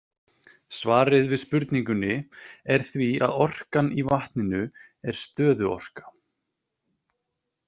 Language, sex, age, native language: Icelandic, male, 30-39, Icelandic